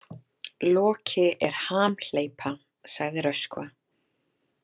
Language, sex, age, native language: Icelandic, female, 30-39, Icelandic